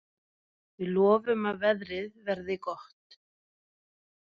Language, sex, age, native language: Icelandic, female, 30-39, Norwegian